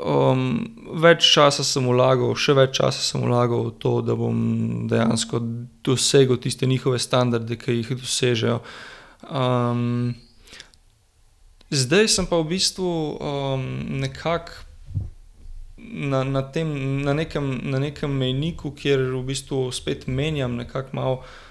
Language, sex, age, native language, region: Slovenian, male, 18-29, Slovenian, Gorenjska region